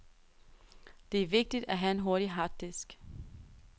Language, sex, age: Danish, female, 23